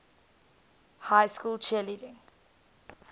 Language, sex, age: English, female, 19